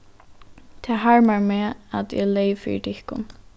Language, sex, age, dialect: Faroese, female, 15-35, Norðuroyggjar